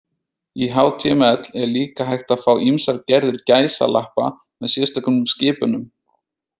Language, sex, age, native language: Icelandic, male, 30-39, Icelandic